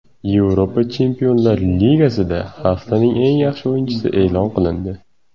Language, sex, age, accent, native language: Uzbek, male, 18-24, Surxondaryo, Uzbek